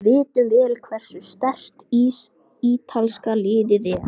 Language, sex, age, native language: Icelandic, female, 18-19, Icelandic